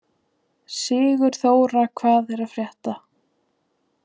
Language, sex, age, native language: Icelandic, female, 20-29, Icelandic